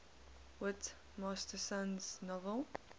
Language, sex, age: English, female, 19